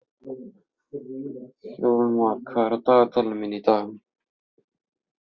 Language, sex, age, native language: Icelandic, male, 15, Icelandic